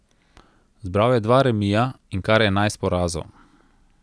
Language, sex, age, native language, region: Slovenian, male, 30-49, Slovenian, Central Slovenia